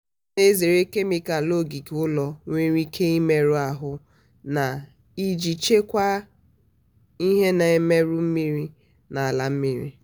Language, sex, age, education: Igbo, female, 30-45, tertiary